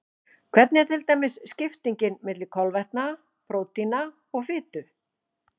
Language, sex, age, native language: Icelandic, female, 40-49, Icelandic